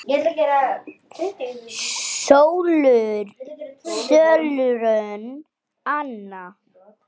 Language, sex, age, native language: Icelandic, male, 8, Icelandic